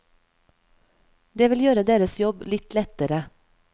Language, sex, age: Norwegian, female, 31